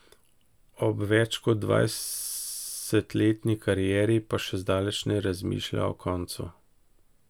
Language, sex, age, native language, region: Slovenian, male, 50-59, Slovenian, Central Slovenia